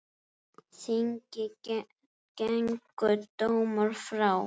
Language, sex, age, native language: Icelandic, female, 7, Icelandic